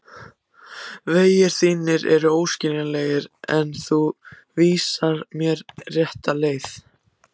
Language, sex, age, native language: Icelandic, other, 14, Icelandic